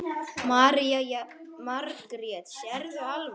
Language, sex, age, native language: Icelandic, male, 9, Icelandic